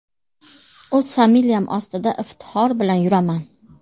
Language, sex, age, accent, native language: Uzbek, female, 35+, Farg'ona, Uzbek